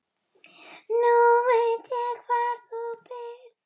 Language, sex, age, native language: Icelandic, female, 11, Icelandic